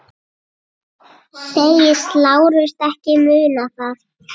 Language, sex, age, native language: Icelandic, female, 8, Icelandic